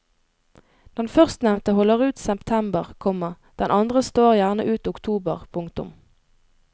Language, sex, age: Norwegian, female, 22